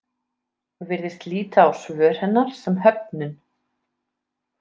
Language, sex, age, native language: Icelandic, female, 30-39, Icelandic